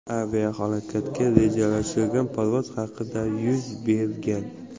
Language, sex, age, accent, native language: Uzbek, male, 18-24, Jizzax, Uzbek